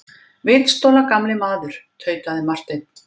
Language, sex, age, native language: Icelandic, female, 50-59, Icelandic